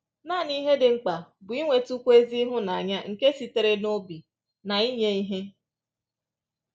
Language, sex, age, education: Igbo, female, 30-45, tertiary